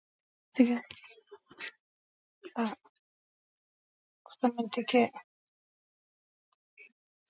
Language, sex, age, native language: Icelandic, female, 40-49, Icelandic